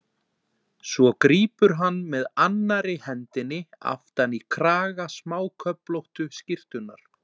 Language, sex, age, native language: Icelandic, male, 40-49, Icelandic